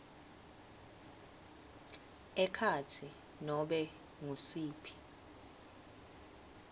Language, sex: Swati, female